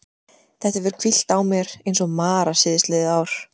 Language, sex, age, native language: Icelandic, female, 20-29, Icelandic